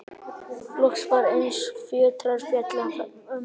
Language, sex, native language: Icelandic, female, Chinese